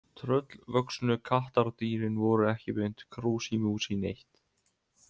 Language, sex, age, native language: Icelandic, male, 18-19, Icelandic